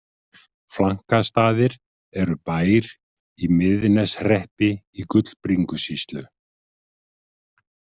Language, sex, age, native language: Icelandic, male, 50-59, Icelandic